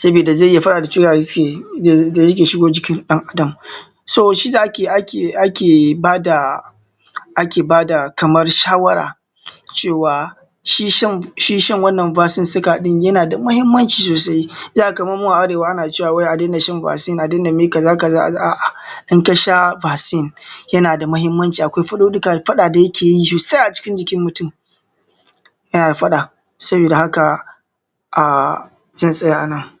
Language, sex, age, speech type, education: Hausa, male, 30-45, spontaneous, tertiary